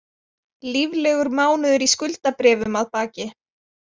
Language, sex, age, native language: Icelandic, female, 20-29, Icelandic